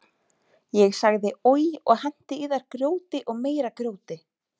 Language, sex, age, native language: Icelandic, female, 30-39, Icelandic